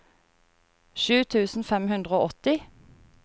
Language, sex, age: Norwegian, female, 30